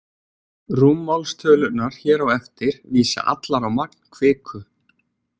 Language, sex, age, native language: Icelandic, male, 20-29, Icelandic